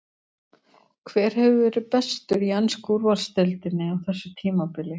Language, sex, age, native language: Icelandic, female, 60-69, Icelandic